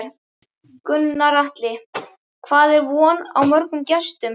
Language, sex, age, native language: Icelandic, male, 11, Icelandic